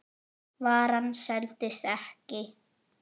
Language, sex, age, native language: Icelandic, male, 8, Icelandic